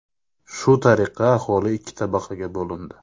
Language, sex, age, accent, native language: Uzbek, male, 25-34, Navoiy, Uzbek